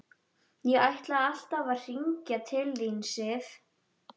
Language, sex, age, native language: Icelandic, female, 12, Icelandic